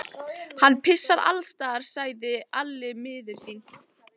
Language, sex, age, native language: Icelandic, other, 14, Icelandic